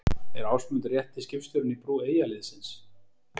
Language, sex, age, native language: Icelandic, male, 40-49, Icelandic